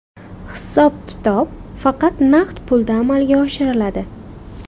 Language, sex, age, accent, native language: Uzbek, female, 18-24, Farg'ona, Uzbek